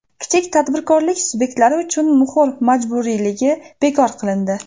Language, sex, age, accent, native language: Uzbek, female, 18-24, Namangan, Uzbek